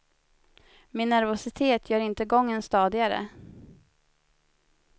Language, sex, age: Swedish, female, 30